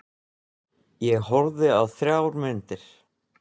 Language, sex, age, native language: Icelandic, male, 20-29, Icelandic